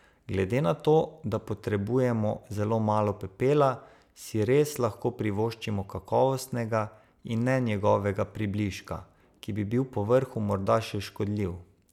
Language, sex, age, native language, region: Slovenian, male, 30-49, Slovenian, Savinja region